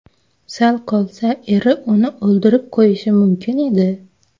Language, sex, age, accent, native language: Uzbek, female, 19-29, Xorazm, Uzbek